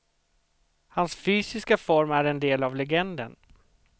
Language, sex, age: Swedish, male, 38